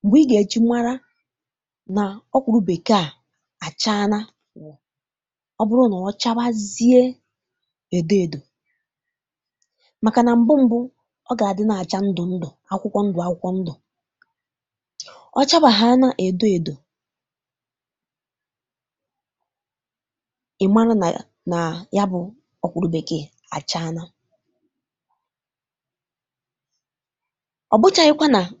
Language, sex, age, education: Igbo, female, 15-29, tertiary